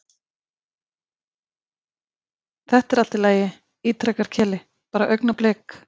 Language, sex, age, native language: Icelandic, female, 50-59, Icelandic